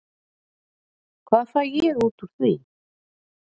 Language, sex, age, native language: Icelandic, female, 40-49, Icelandic